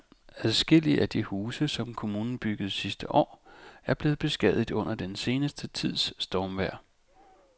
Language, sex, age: Danish, male, 34